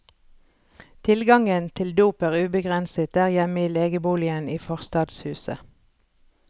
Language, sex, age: Norwegian, female, 43